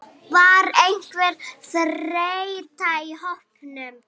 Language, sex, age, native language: Icelandic, female, 9, Icelandic